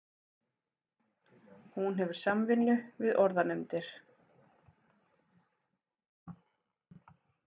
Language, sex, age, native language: Icelandic, female, 40-49, Icelandic